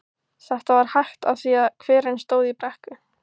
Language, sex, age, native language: Icelandic, female, 15, Icelandic